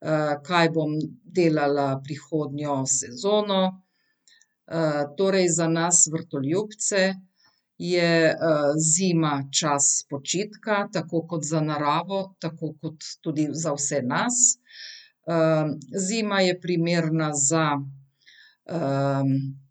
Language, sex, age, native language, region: Slovenian, female, 50-59, Slovenian, Central Slovenia